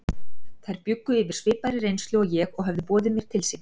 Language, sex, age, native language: Icelandic, female, 40-49, Icelandic